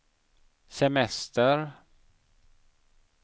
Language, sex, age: Swedish, male, 50